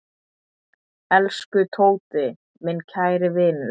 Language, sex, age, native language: Icelandic, male, 8, Icelandic